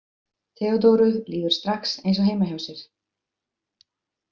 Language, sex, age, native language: Icelandic, female, 50-59, Icelandic